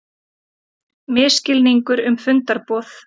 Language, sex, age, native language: Icelandic, female, 30-39, Icelandic